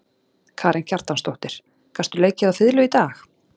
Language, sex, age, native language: Icelandic, female, 40-49, Icelandic